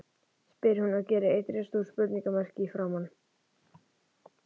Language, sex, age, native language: Icelandic, male, 11, Icelandic